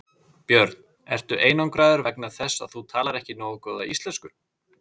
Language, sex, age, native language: Icelandic, male, 30-39, Icelandic